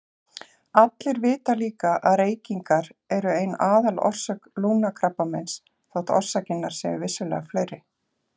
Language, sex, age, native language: Icelandic, female, 40-49, Icelandic